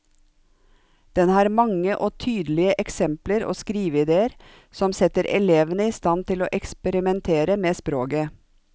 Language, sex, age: Norwegian, female, 45